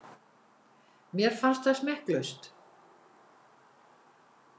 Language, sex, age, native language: Icelandic, female, 70-79, Icelandic